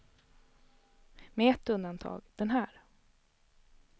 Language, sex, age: Swedish, female, 32